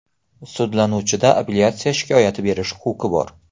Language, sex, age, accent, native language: Uzbek, male, 18-24, Xorazm, Uzbek